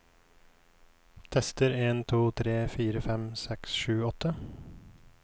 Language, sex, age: Norwegian, male, 29